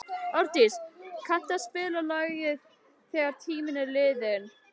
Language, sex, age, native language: Icelandic, other, 12, Icelandic